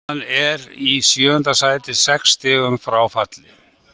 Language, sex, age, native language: Icelandic, male, 60-69, Icelandic